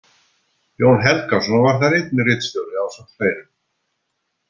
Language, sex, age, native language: Icelandic, male, 70-79, Icelandic